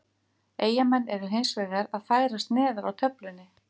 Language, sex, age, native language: Icelandic, female, 50-59, Icelandic